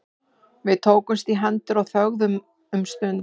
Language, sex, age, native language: Icelandic, male, 11, Icelandic